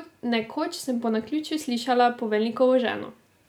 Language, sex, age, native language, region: Slovenian, female, 18-29, Slovenian, Drava region